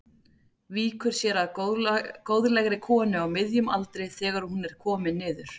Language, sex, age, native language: Icelandic, female, 40-49, Icelandic